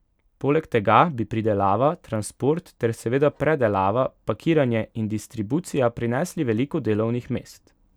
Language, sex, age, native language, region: Slovenian, male, 18-29, Slovenian, Pomurje region